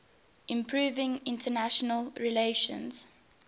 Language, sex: English, female